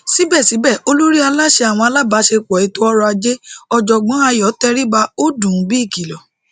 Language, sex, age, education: Yoruba, female, 30-45, tertiary